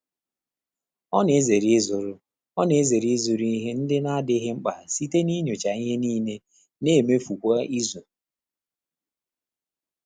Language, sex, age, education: Igbo, male, 30-45, tertiary